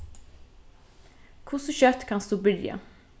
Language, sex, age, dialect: Faroese, female, 15-35, Norðurstreymoy/Eysturoy